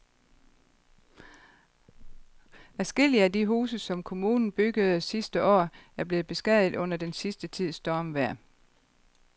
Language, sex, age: Danish, female, 52